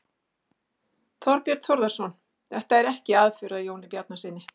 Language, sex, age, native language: Icelandic, female, 60-69, Icelandic